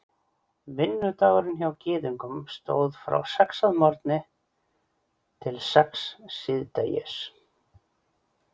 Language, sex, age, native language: Icelandic, male, 40-49, Icelandic